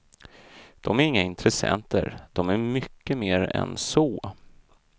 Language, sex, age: Swedish, male, 32